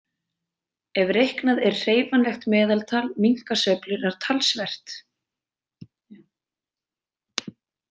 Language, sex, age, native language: Icelandic, female, 20-29, Icelandic